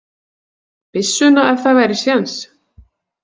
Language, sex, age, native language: Icelandic, female, 40-49, Icelandic